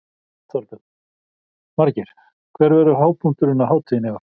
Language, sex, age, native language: Icelandic, male, 50-59, Icelandic